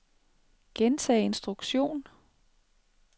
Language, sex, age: Danish, female, 36